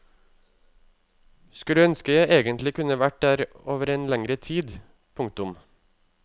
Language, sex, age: Norwegian, male, 35